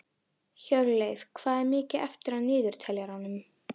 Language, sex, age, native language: Icelandic, female, 11, Icelandic